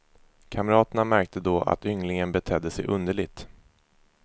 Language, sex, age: Swedish, male, 24